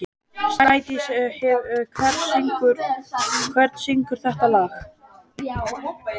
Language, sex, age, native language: Icelandic, male, 12, Icelandic